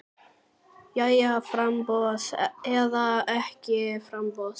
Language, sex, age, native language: Icelandic, male, 9, Icelandic